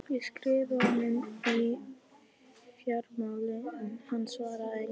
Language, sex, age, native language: Icelandic, female, 11, Icelandic